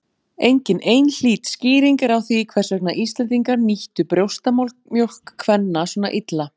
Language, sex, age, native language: Icelandic, female, 40-49, Icelandic